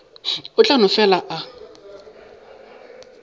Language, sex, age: Northern Sotho, male, 22